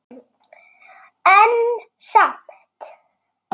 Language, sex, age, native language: Icelandic, male, 6, Icelandic